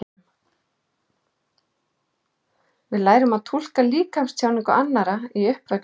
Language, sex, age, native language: Icelandic, male, 11, Icelandic